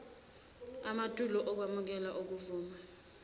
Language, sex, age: Zulu, female, 21